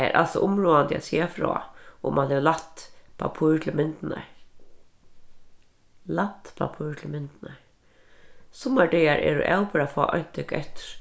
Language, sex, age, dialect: Faroese, female, 36-60, Norðurstreymoy/Eysturoy